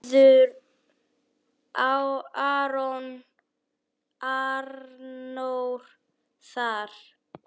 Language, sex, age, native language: Icelandic, female, 9, Icelandic